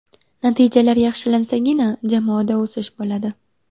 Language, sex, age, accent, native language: Uzbek, female, 18-24, Sirdaryo, Uzbek